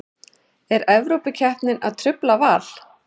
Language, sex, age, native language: Icelandic, male, 11, Icelandic